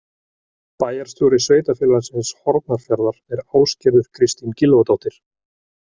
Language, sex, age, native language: Icelandic, male, 30-39, Icelandic